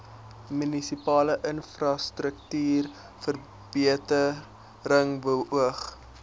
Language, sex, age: Afrikaans, male, 23